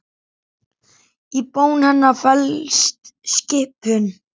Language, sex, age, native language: Icelandic, male, 10, Icelandic